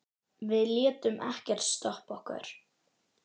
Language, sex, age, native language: Icelandic, female, 10, Icelandic